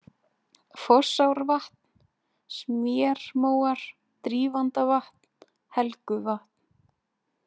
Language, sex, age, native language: Icelandic, female, 20-29, Icelandic